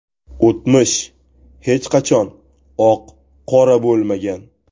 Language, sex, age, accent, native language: Uzbek, male, 18-24, Toshkent viloyati, Uzbek